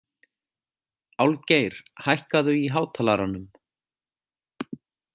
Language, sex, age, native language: Icelandic, male, 40-49, Icelandic